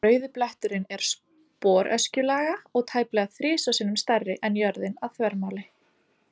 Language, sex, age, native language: Icelandic, female, 30-39, Icelandic